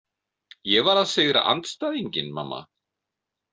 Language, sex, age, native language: Icelandic, male, 50-59, Icelandic